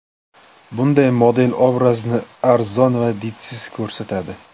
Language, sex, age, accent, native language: Uzbek, male, 25-34, Namangan, Uzbek